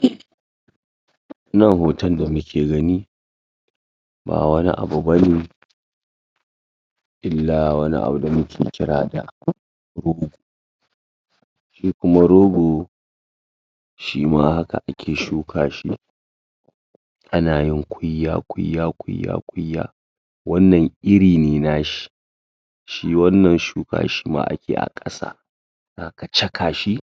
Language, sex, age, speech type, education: Hausa, female, 60+, spontaneous, secondary